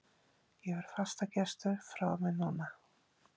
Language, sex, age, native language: Icelandic, female, 50-59, Icelandic